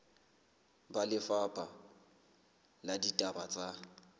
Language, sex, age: Southern Sotho, male, 21